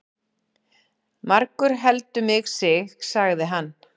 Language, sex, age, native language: Icelandic, female, 11, Icelandic